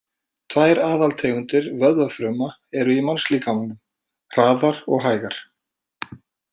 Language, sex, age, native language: Icelandic, male, 40-49, Icelandic